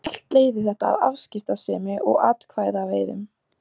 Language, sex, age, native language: Icelandic, female, 14, Icelandic